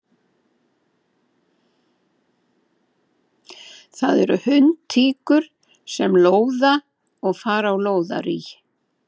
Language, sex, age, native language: Icelandic, female, 70-79, Icelandic